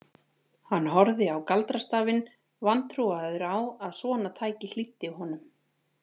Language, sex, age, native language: Icelandic, female, 40-49, Icelandic